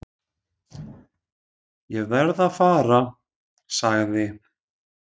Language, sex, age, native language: Icelandic, male, 40-49, Icelandic